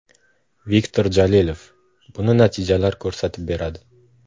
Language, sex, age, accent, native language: Uzbek, male, under 19, Farg'ona, Uzbek